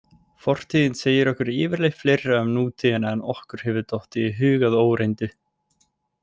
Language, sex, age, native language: Icelandic, male, 18-19, Icelandic